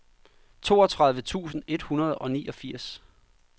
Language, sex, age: Danish, male, 39